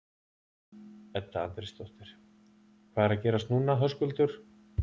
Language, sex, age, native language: Icelandic, male, 50-59, Icelandic